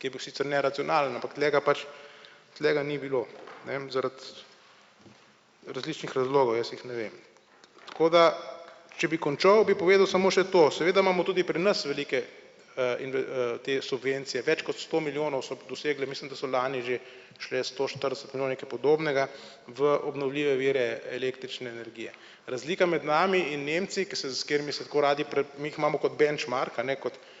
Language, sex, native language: Slovenian, male, Slovenian